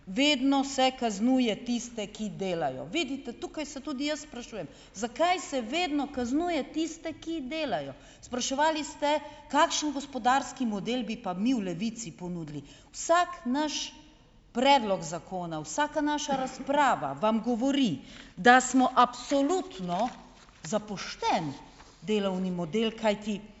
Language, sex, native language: Slovenian, female, Slovenian